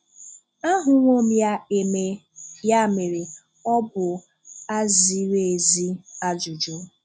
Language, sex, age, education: Igbo, female, 30-45, tertiary